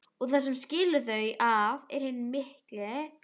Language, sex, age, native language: Icelandic, female, 12, Icelandic